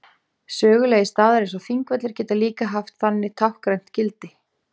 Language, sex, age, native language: Icelandic, female, 18-19, Icelandic